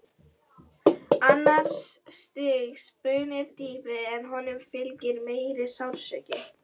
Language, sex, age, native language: Icelandic, female, 11, Icelandic